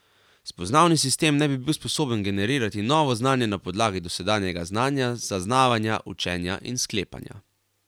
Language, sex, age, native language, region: Slovenian, male, 18-29, Slovenian, Carinthia region